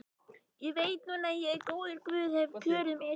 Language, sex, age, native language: Icelandic, male, 13, Icelandic